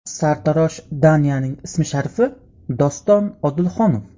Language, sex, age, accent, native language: Uzbek, male, 18-24, Qashqadaryo, Uzbek